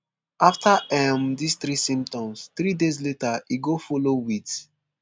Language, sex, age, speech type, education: Nigerian Pidgin, male, 15-29, spontaneous, tertiary